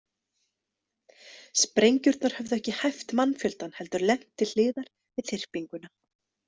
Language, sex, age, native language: Icelandic, female, 30-39, Icelandic